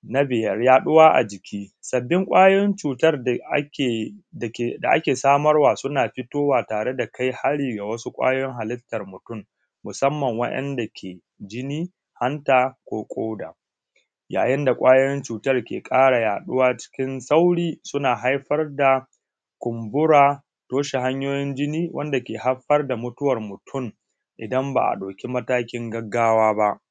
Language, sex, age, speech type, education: Hausa, male, 15-29, spontaneous, tertiary